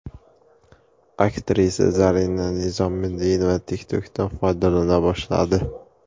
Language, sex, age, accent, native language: Uzbek, male, 12-17, Toshkent viloyati, Uzbek